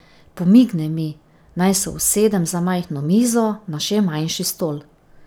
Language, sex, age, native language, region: Slovenian, female, 50-59, Slovenian, Drava region